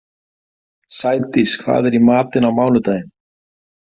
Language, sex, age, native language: Icelandic, male, 50-59, Icelandic